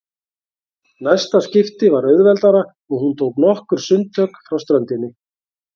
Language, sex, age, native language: Icelandic, male, 40-49, Icelandic